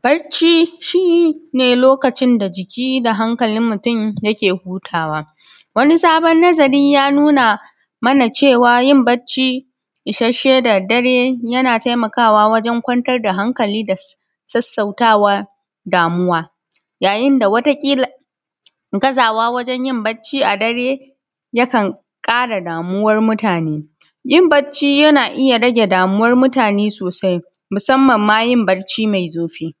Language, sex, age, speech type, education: Hausa, female, 15-29, spontaneous, secondary